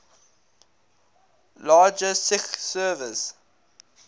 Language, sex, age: English, male, 19